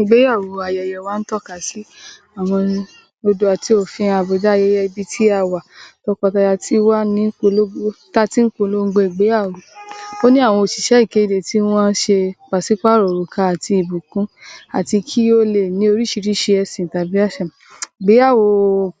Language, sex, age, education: Yoruba, male, 15-29, tertiary